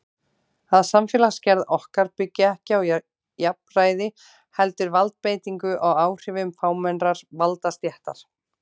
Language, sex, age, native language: Icelandic, female, 30-39, Icelandic